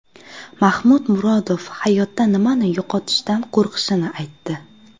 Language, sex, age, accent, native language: Uzbek, female, 19-29, Surxondaryo, Uzbek